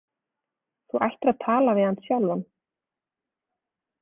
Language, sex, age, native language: Icelandic, female, 20-29, Icelandic